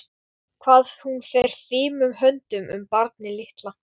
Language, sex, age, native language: Icelandic, male, 12, Icelandic